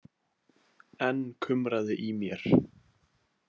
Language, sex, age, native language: Icelandic, male, 18-19, Icelandic